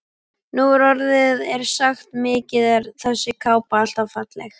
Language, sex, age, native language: Icelandic, male, 11, Icelandic